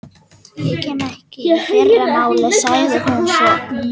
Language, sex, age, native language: Icelandic, female, 18-19, Danish